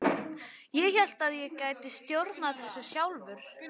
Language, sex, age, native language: Icelandic, female, 13, Icelandic